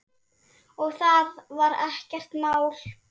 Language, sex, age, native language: Icelandic, female, 7, Icelandic